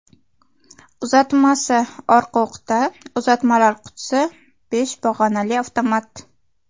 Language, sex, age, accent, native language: Uzbek, female, 19-29, Farg'ona, Uzbek